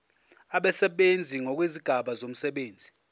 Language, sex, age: Zulu, male, 24